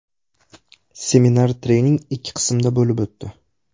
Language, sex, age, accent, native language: Uzbek, male, 18-24, Toshkent viloyati, Russian